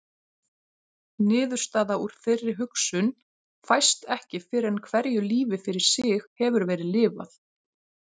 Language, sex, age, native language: Icelandic, female, 40-49, Icelandic